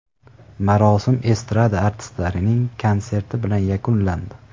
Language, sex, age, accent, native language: Uzbek, male, 18-24, Farg'ona, Uzbek